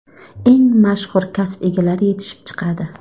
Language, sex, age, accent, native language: Uzbek, female, 19-29, Farg'ona, Uzbek